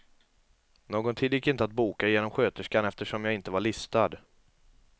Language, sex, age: Swedish, male, 22